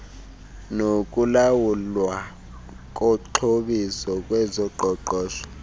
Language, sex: Xhosa, male